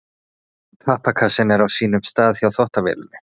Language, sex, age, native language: Icelandic, male, 30-39, Icelandic